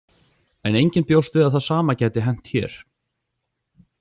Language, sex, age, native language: Icelandic, male, 40-49, Icelandic